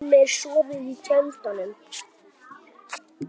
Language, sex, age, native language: Icelandic, male, 9, Icelandic